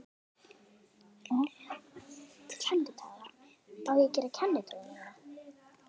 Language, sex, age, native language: Icelandic, female, 10, Icelandic